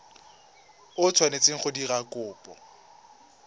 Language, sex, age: Tswana, male, 20